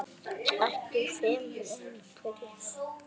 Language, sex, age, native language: Icelandic, male, 7, Icelandic